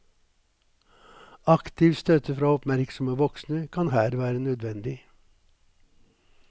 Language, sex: Norwegian, male